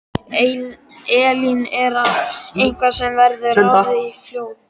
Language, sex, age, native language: Icelandic, male, 12, Icelandic